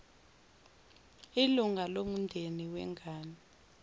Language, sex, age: Zulu, female, 17